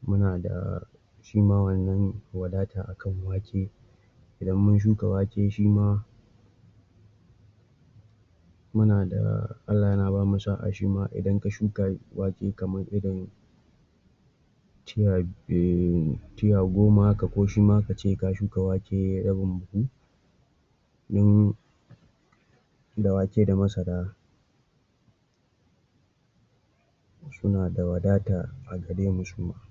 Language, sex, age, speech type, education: Hausa, male, 46-60, spontaneous, tertiary